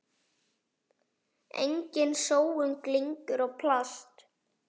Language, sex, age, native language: Icelandic, male, 9, Icelandic